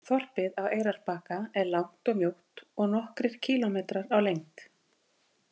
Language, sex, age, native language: Icelandic, female, 50-59, Icelandic